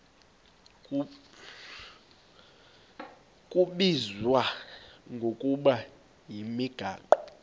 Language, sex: Xhosa, male